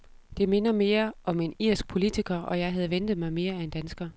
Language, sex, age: Danish, female, 32